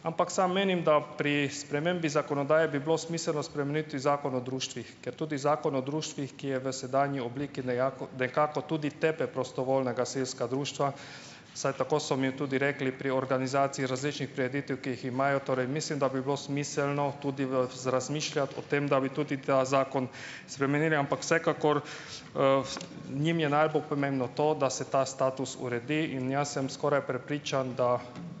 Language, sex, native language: Slovenian, male, Hungarian